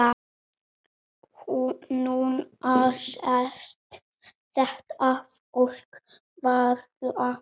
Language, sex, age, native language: Icelandic, male, 7, Icelandic